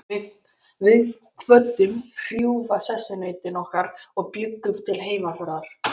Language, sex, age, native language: Icelandic, male, 11, Icelandic